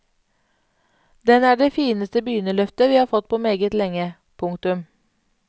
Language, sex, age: Norwegian, female, 31